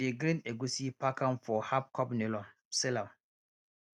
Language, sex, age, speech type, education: Nigerian Pidgin, male, 15-29, spontaneous, tertiary